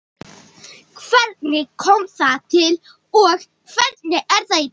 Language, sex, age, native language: Icelandic, female, 18-19, Icelandic